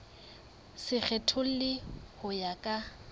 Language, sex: Southern Sotho, female